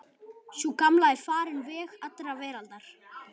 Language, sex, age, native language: Icelandic, male, 11, Icelandic